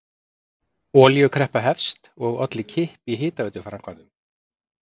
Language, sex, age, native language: Icelandic, male, 40-49, Icelandic